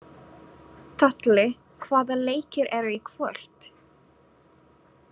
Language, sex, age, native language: Icelandic, female, 20-29, Filipino